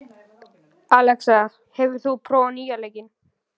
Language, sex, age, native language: Icelandic, male, 11, Icelandic